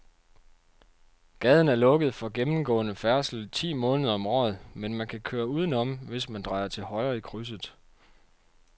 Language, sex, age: Danish, male, 30